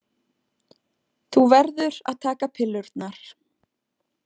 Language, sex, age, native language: Icelandic, female, 20-29, Icelandic